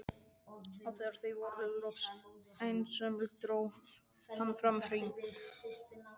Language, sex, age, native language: Icelandic, male, 12, Icelandic